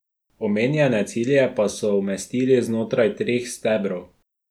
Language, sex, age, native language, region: Slovenian, male, 12-17, Slovenian, Drava region